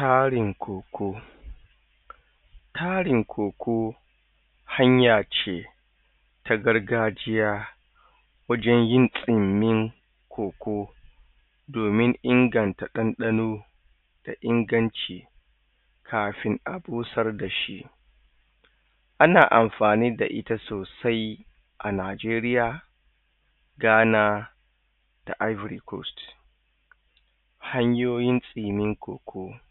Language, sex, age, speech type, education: Hausa, male, 30-45, spontaneous, tertiary